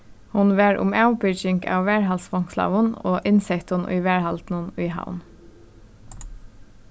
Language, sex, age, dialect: Faroese, female, 15-35, Suðurstreymoy